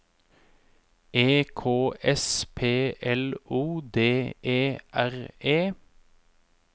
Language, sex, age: Norwegian, male, 31